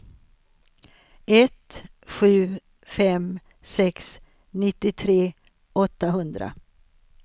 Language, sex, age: Swedish, female, 63